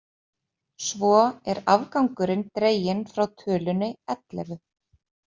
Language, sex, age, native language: Icelandic, female, 30-39, Icelandic